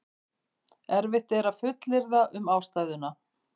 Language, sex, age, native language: Icelandic, female, 50-59, Icelandic